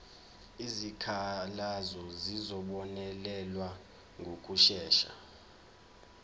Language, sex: Zulu, male